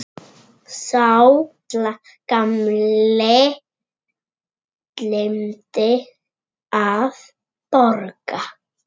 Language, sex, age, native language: Icelandic, male, 6, Icelandic